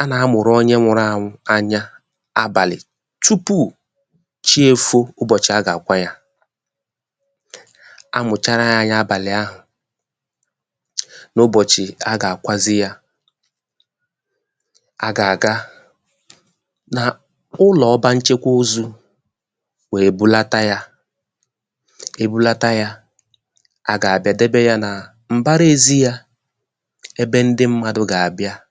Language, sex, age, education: Igbo, male, 30-45, tertiary